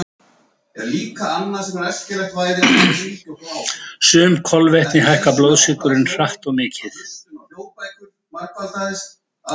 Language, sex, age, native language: Icelandic, male, 70-79, Icelandic